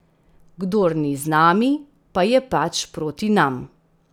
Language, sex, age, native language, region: Slovenian, female, 30-49, Slovenian, Central Slovenia